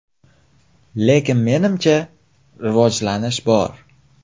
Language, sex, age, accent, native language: Uzbek, male, 18-24, Xorazm, Uzbek